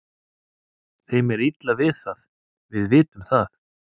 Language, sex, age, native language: Icelandic, male, 30-39, Icelandic